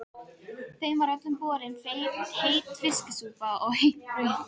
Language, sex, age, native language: Icelandic, female, 13, Filipino